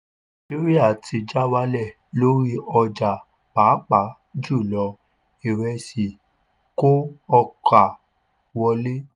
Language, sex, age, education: Yoruba, male, 15-29, tertiary